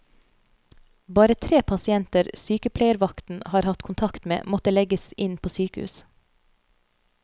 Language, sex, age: Norwegian, female, 30